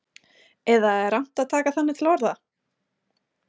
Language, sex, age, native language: Icelandic, female, 20-29, Icelandic